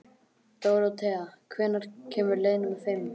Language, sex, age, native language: Icelandic, male, 11, Icelandic